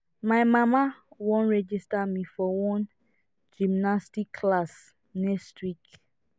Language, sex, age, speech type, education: Nigerian Pidgin, female, 15-29, spontaneous, tertiary